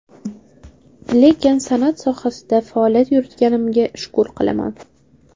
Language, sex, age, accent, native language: Uzbek, female, 18-24, Toshkent shahri, Uzbek